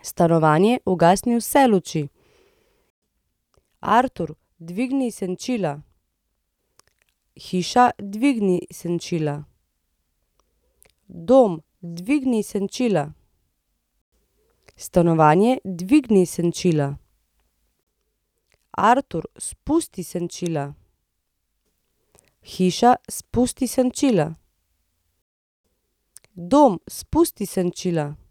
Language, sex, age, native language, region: Slovenian, female, 30-49, Slovenian, Central Slovenia